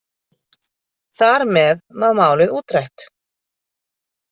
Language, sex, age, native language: Icelandic, female, 50-59, Icelandic